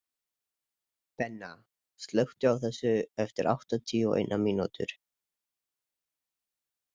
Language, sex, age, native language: Icelandic, male, 20-29, Icelandic